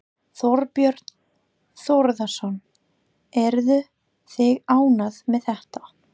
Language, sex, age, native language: Icelandic, female, 30-39, English